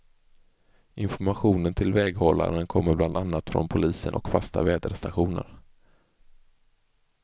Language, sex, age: Swedish, male, 24